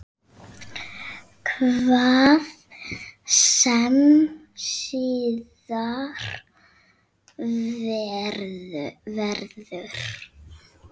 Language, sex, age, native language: Icelandic, female, 6, Icelandic